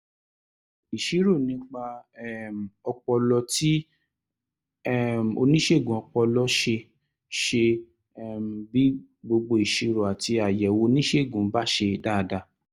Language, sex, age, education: Yoruba, male, 30-45, tertiary